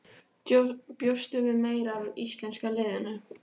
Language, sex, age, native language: Icelandic, female, 14, Icelandic